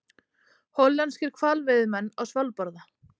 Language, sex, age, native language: Icelandic, female, 30-39, Icelandic